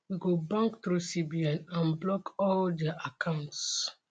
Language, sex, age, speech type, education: Nigerian Pidgin, female, 30-45, spontaneous, tertiary